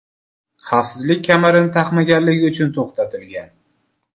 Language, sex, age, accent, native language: Uzbek, male, 25-34, Toshkent viloyati, Uzbek